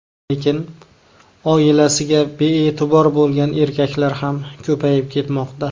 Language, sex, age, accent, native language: Uzbek, male, 19-29, Namangan, Uzbek